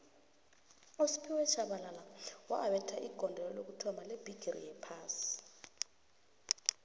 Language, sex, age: South Ndebele, female, 24